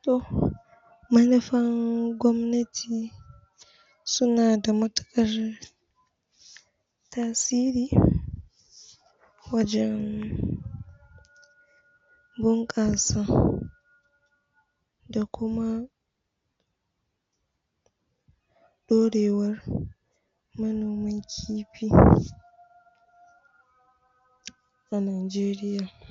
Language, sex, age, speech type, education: Hausa, female, 15-29, spontaneous, tertiary